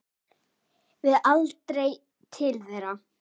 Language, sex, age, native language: Icelandic, female, 10, Icelandic